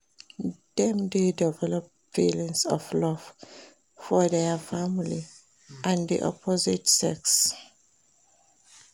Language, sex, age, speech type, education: Nigerian Pidgin, female, 30-45, read, primary